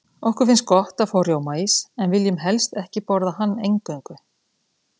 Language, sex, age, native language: Icelandic, female, 30-39, Icelandic